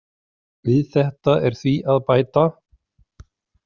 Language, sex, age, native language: Icelandic, male, 40-49, Icelandic